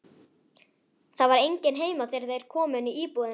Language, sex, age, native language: Icelandic, female, 11, Icelandic